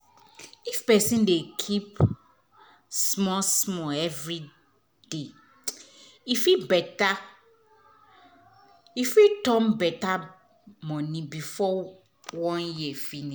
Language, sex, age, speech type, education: Nigerian Pidgin, female, 30-45, spontaneous, tertiary